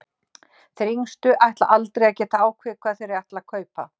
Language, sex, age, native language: Icelandic, female, 60-69, Icelandic